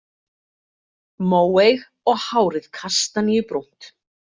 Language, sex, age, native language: Icelandic, female, 40-49, Icelandic